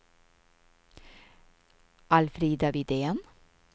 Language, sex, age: Swedish, female, 53